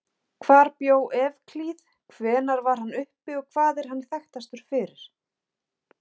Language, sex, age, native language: Icelandic, female, 40-49, Icelandic